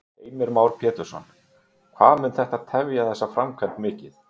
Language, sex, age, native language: Icelandic, male, 30-39, Icelandic